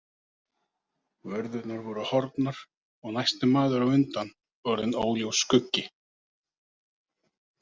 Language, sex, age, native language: Icelandic, male, 30-39, Icelandic